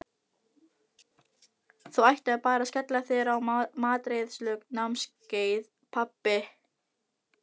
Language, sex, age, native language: Icelandic, female, 18-19, Filipino